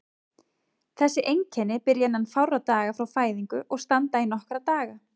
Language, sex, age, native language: Icelandic, female, 30-39, Icelandic